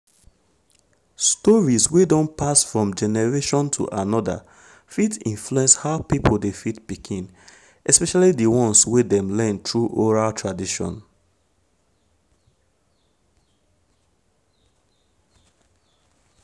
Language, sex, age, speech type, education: Nigerian Pidgin, male, 30-45, spontaneous, tertiary